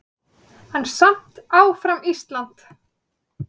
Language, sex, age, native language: Icelandic, female, 30-39, Icelandic